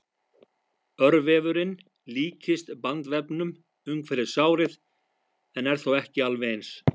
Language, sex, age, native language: Icelandic, male, 50-59, Icelandic